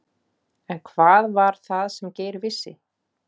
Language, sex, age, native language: Icelandic, female, 40-49, Icelandic